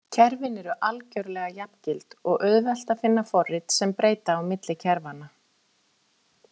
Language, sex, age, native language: Icelandic, female, 50-59, Icelandic